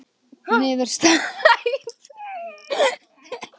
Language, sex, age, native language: Icelandic, female, 18-19, Icelandic